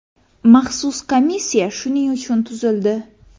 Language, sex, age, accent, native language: Uzbek, female, under 19, Qoraqalpog'iston, Uzbek